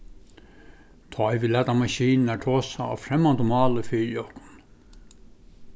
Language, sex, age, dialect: Faroese, male, 61+, Suðurstreymoy